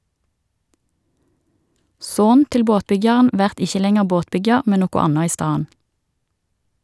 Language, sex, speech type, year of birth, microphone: Norwegian, female, read, 1969, Shure